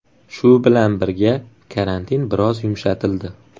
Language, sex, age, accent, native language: Uzbek, male, 18-24, Farg'ona, Uzbek